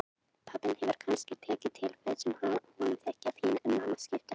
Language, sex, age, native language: Icelandic, female, 18-19, Icelandic